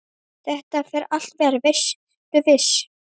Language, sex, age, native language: Icelandic, male, 12, Icelandic